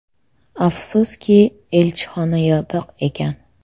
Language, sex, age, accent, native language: Uzbek, female, 25-34, Namangan, Uzbek